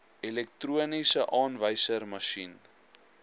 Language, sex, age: Afrikaans, male, 21